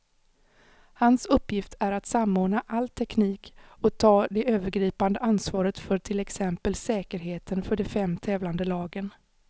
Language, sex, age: Swedish, female, 35